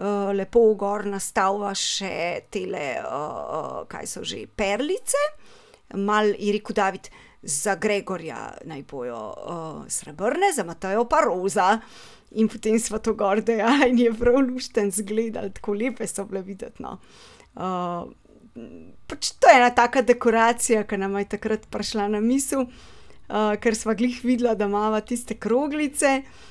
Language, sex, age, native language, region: Slovenian, female, 30-49, Slovenian, Central Slovenia